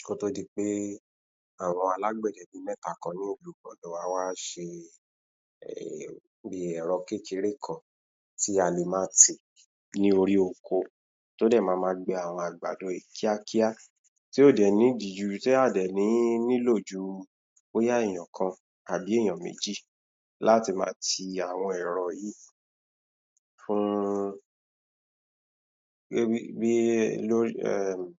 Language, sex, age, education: Yoruba, male, 15-29, tertiary